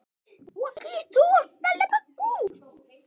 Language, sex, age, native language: Icelandic, male, 10, Icelandic